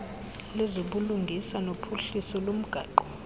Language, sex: Xhosa, female